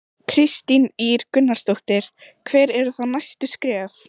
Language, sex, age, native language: Icelandic, female, 14, Icelandic